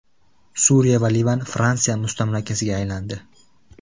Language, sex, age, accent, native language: Uzbek, male, 18-24, Buxoro, Uzbek